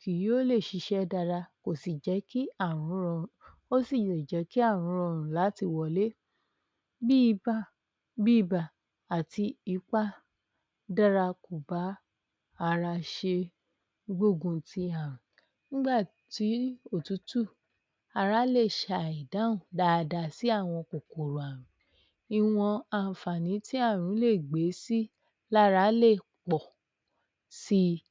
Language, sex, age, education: Yoruba, female, 30-45, tertiary